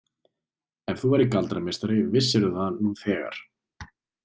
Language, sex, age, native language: Icelandic, male, 20-29, Icelandic